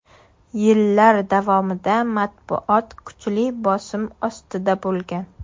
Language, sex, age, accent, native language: Uzbek, female, 18-24, Surxondaryo, Uzbek